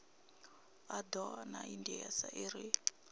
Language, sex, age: Venda, female, 26